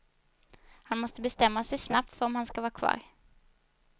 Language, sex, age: Swedish, female, 22